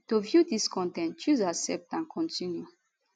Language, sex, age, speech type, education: Nigerian Pidgin, female, 15-29, spontaneous, tertiary